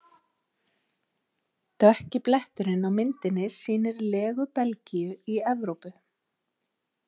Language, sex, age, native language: Icelandic, female, 30-39, Icelandic